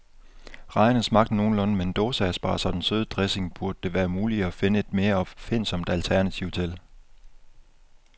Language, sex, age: Danish, male, 24